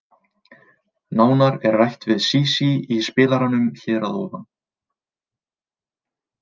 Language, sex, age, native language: Icelandic, male, 20-29, Icelandic